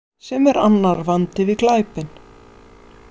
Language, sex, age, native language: Icelandic, female, 50-59, Icelandic